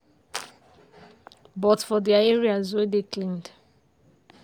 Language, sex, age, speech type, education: Nigerian Pidgin, female, 15-29, spontaneous, tertiary